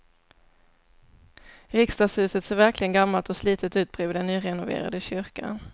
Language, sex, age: Swedish, female, 27